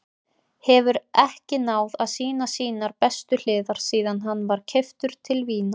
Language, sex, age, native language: Icelandic, female, 30-39, Icelandic